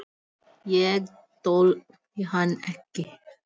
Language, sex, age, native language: Icelandic, female, 8, Filipino